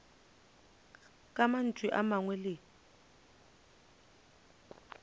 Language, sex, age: Northern Sotho, female, 29